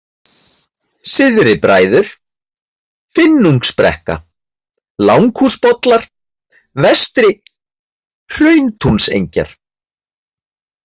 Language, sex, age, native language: Icelandic, male, 30-39, Icelandic